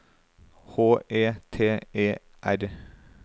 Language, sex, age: Norwegian, male, 35